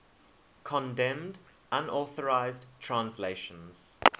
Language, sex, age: English, male, 21